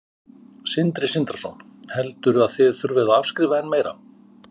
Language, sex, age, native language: Icelandic, male, 50-59, Icelandic